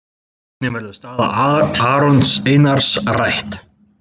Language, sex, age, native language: Icelandic, male, 20-29, Icelandic